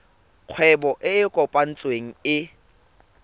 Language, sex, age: Tswana, male, 24